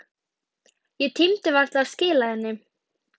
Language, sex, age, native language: Icelandic, female, 12, Icelandic